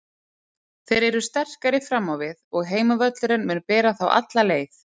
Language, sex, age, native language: Icelandic, female, 30-39, Icelandic